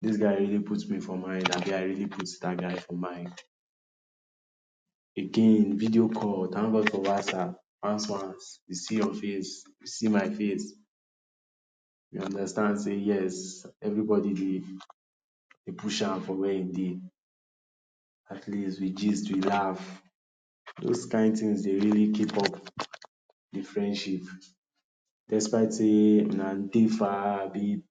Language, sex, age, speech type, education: Nigerian Pidgin, male, 30-45, spontaneous, tertiary